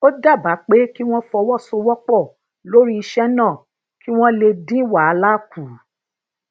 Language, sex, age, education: Yoruba, female, 30-45, tertiary